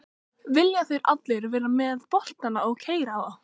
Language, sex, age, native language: Icelandic, other, 15, Icelandic